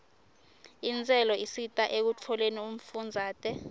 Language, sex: Swati, female